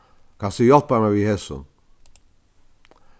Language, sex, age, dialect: Faroese, male, 61+, Vágar